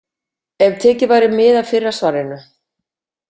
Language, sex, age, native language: Icelandic, female, 50-59, Icelandic